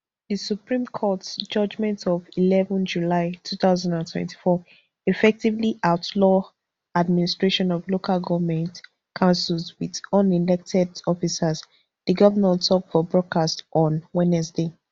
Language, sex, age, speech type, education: Nigerian Pidgin, female, 15-29, spontaneous, tertiary